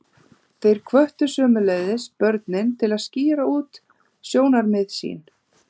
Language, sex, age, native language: Icelandic, female, 30-39, Icelandic